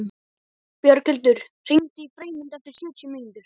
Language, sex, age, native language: Icelandic, male, 12, Icelandic